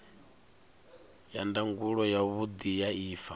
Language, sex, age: Venda, male, 39